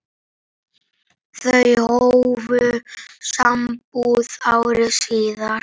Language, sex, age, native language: Icelandic, male, 8, Icelandic